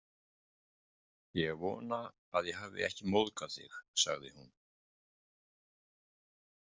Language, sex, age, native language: Icelandic, male, 50-59, Icelandic